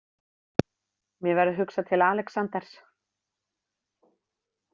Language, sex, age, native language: Icelandic, female, 30-39, Icelandic